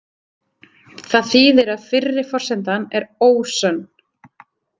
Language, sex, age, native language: Icelandic, female, 30-39, Icelandic